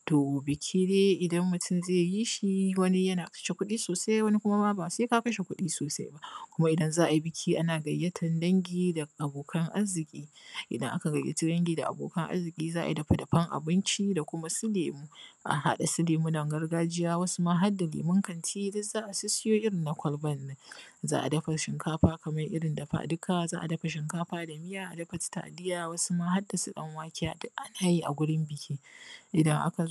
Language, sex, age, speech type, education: Hausa, female, 30-45, spontaneous, primary